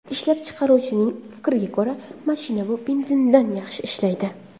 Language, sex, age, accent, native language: Uzbek, female, under 19, Qashqadaryo, Uzbek